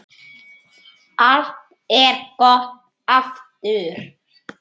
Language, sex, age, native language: Icelandic, male, 9, Icelandic